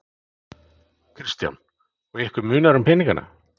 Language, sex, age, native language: Icelandic, male, 40-49, Icelandic